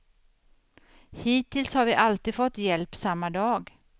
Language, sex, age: Swedish, female, 50